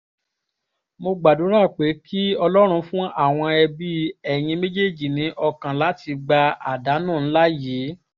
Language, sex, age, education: Yoruba, female, 15-29, tertiary